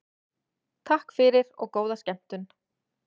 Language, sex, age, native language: Icelandic, female, 30-39, Icelandic